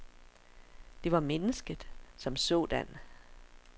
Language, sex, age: Danish, female, 60